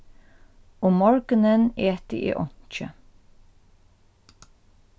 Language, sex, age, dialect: Faroese, female, 36-60, Norðurstreymoy/Eysturoy